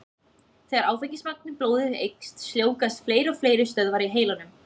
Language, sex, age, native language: Icelandic, female, 20-29, Icelandic